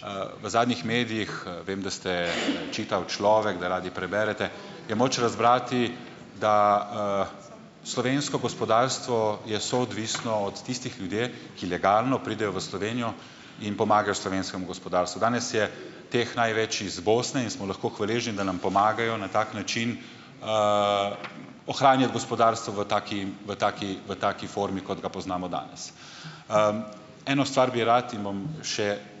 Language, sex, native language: Slovenian, male, Slovenian